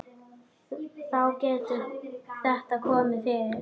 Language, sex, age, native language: Icelandic, male, 9, Icelandic